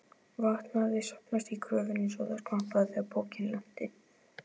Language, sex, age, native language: Icelandic, male, 12, Icelandic